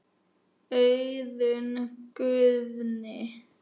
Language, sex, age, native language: Icelandic, male, 9, Icelandic